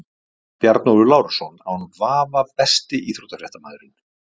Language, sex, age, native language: Icelandic, male, 50-59, Icelandic